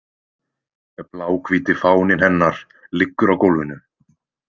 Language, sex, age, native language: Icelandic, male, 20-29, Icelandic